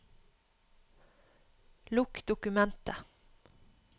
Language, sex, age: Norwegian, female, 31